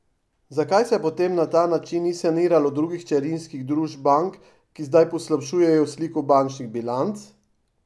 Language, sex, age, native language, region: Slovenian, male, 50-59, Slovenian, Drava region